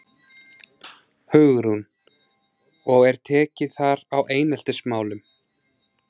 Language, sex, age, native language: Icelandic, male, 30-39, Icelandic